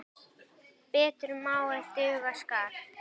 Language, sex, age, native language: Icelandic, female, 10, Icelandic